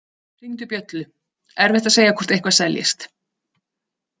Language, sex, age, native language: Icelandic, female, 30-39, Icelandic